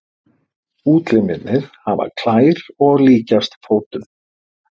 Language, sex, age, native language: Icelandic, male, 50-59, Icelandic